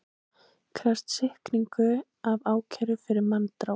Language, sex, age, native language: Icelandic, female, 18-19, Icelandic